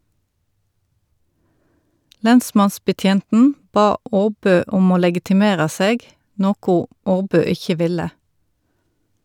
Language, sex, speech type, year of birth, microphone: Norwegian, female, read, 1972, Shure